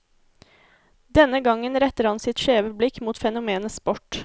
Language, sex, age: Norwegian, female, 24